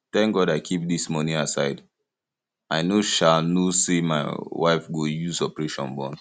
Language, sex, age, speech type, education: Nigerian Pidgin, male, 15-29, spontaneous, tertiary